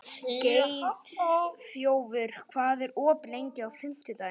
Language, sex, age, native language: Icelandic, male, 18-19, Icelandic